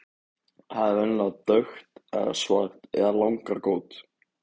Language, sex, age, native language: Icelandic, male, 15, Icelandic